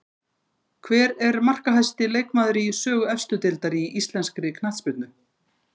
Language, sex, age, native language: Icelandic, female, 50-59, Icelandic